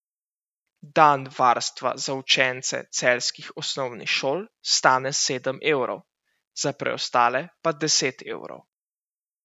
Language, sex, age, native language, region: Slovenian, male, 18-29, Slovenian, Central Slovenia